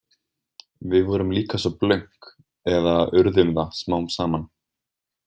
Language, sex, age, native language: Icelandic, male, 20-29, Icelandic